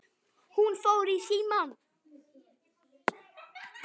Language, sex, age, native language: Icelandic, female, 9, Icelandic